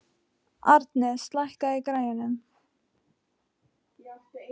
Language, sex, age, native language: Icelandic, female, 15, Icelandic